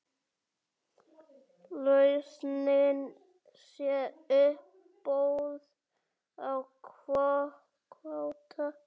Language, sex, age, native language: Icelandic, male, 7, Icelandic